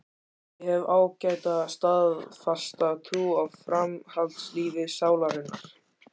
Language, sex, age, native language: Icelandic, male, 14, Icelandic